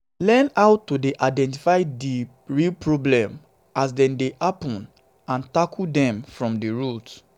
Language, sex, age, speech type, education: Nigerian Pidgin, male, 30-45, spontaneous, secondary